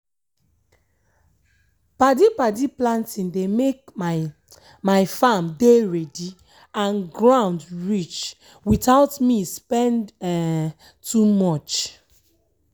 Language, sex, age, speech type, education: Nigerian Pidgin, female, 15-29, spontaneous, tertiary